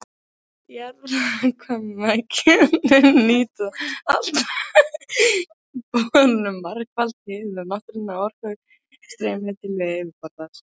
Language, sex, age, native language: Icelandic, female, 18-19, Icelandic